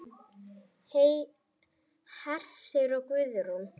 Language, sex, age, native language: Icelandic, female, 9, Icelandic